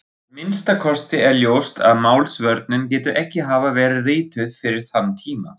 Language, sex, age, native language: Icelandic, male, 40-49, Icelandic